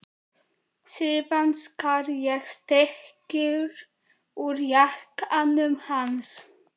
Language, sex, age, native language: Icelandic, male, 11, Icelandic